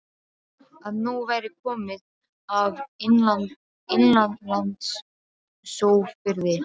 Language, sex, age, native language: Icelandic, female, 12, Serbo-Croatian